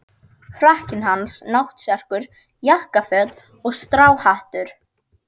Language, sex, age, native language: Icelandic, female, 12, Icelandic